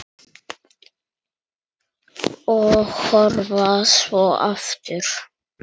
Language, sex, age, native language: Icelandic, male, 9, Icelandic